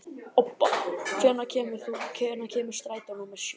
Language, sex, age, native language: Icelandic, male, 12, Icelandic